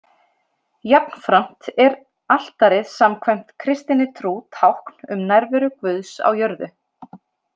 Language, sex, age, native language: Icelandic, female, 30-39, Icelandic